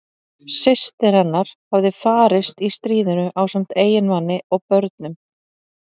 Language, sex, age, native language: Icelandic, female, 40-49, Icelandic